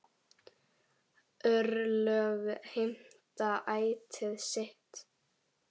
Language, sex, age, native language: Icelandic, female, 10, Icelandic